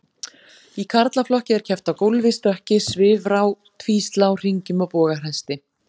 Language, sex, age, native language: Icelandic, female, 40-49, Icelandic